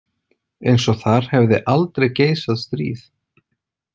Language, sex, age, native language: Icelandic, male, 40-49, Icelandic